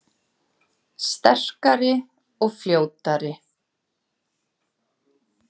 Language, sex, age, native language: Icelandic, female, 40-49, Icelandic